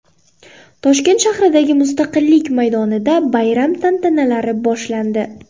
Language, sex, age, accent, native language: Uzbek, female, 18-24, Qoraqalpog'iston, Uzbek